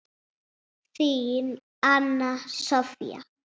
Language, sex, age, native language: Icelandic, female, 6, Icelandic